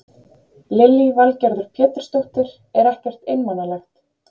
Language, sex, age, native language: Icelandic, female, 30-39, Icelandic